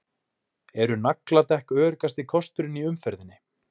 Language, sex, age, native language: Icelandic, male, 20-29, Icelandic